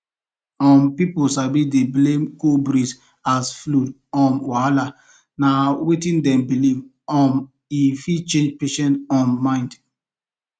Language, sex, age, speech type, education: Nigerian Pidgin, male, 15-29, spontaneous, tertiary